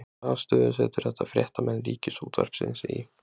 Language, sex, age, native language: Icelandic, male, 20-29, Icelandic